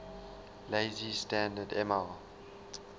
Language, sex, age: English, male, 19